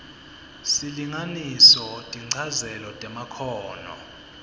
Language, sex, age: Swati, male, 22